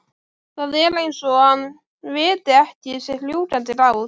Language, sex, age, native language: Icelandic, female, 12, Icelandic